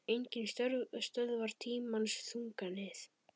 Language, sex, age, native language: Icelandic, male, 10, Icelandic